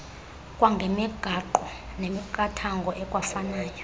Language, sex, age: Xhosa, female, 22